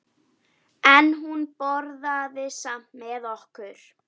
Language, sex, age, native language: Icelandic, female, 11, Icelandic